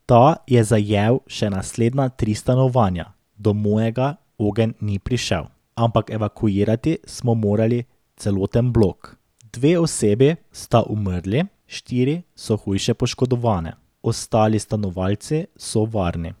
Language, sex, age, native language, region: Slovenian, male, 18-29, Slovenian, Drava region